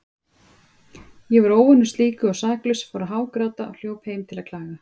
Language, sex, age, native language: Icelandic, female, 30-39, Icelandic